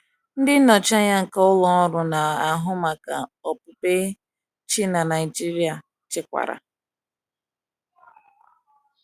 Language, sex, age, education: Igbo, female, 15-29, tertiary